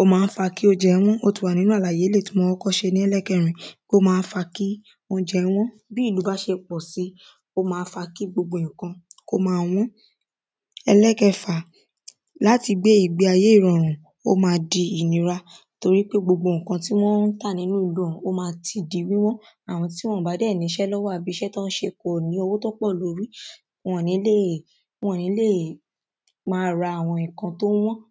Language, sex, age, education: Yoruba, female, 15-29, secondary